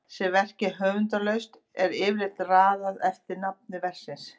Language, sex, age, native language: Icelandic, female, 50-59, Icelandic